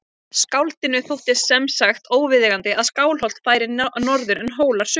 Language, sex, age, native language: Icelandic, female, 20-29, Icelandic